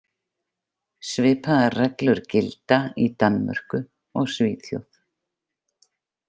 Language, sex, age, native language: Icelandic, female, 50-59, Icelandic